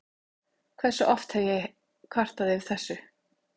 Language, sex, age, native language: Icelandic, female, 30-39, Icelandic